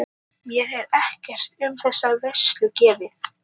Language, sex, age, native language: Icelandic, female, 18-19, Icelandic